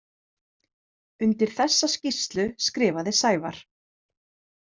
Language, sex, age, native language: Icelandic, female, 30-39, Icelandic